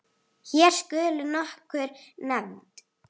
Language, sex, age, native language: Icelandic, female, 8, Icelandic